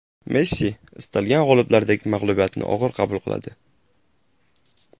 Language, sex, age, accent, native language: Uzbek, male, 18-24, Jizzax, Uzbek